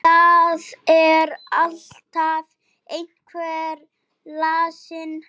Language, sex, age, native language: Icelandic, male, 9, Icelandic